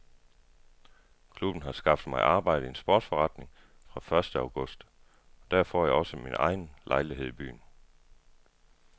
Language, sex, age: Danish, male, 33